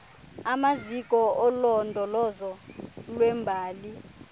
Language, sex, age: Xhosa, female, 26